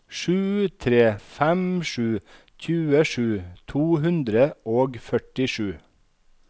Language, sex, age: Norwegian, male, 51